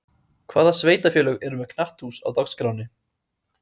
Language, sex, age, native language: Icelandic, male, 30-39, Icelandic